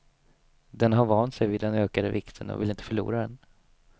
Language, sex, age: Swedish, male, 27